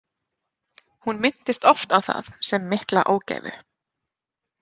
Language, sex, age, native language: Icelandic, female, 30-39, Icelandic